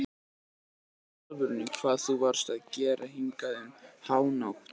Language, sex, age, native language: Icelandic, male, 18-19, Icelandic